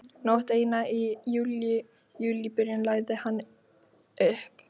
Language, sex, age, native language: Icelandic, female, 13, Icelandic